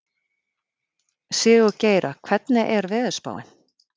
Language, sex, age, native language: Icelandic, female, 50-59, Icelandic